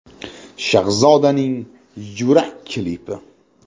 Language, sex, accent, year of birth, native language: Uzbek, male, Jizzax, 1999, Uzbek